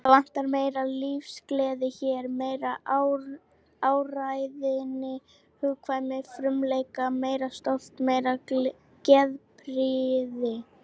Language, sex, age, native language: Icelandic, female, 18-19, Icelandic